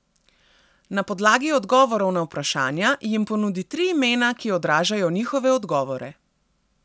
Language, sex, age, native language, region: Slovenian, female, 30-49, Slovenian, Central Slovenia